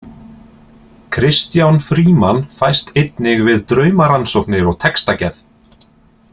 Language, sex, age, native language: Icelandic, male, 30-39, Icelandic